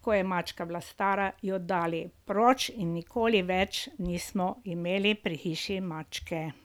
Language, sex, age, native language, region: Slovenian, female, 60+, Slovenian, Drava region